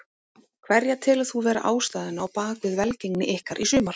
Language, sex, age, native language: Icelandic, female, 18-19, Icelandic